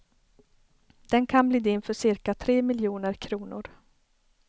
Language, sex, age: Swedish, female, 33